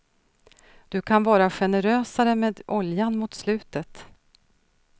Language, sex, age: Swedish, female, 46